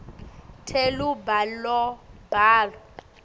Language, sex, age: Swati, female, 18